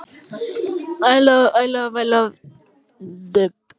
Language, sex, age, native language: Icelandic, other, 12, Icelandic